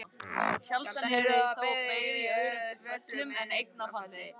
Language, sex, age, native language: Icelandic, male, 18-19, Icelandic